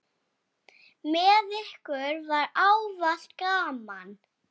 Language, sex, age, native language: Icelandic, female, 7, Icelandic